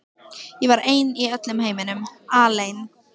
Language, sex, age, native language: Icelandic, female, 15, Icelandic